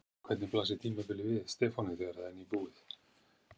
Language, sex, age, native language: Icelandic, male, 50-59, Icelandic